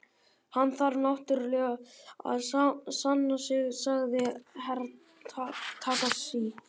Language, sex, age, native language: Icelandic, female, 50-59, Icelandic